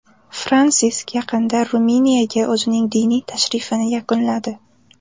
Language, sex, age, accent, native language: Uzbek, female, under 19, Toshkent viloyati, Uzbek